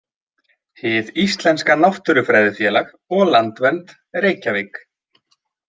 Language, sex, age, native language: Icelandic, male, 20-29, Icelandic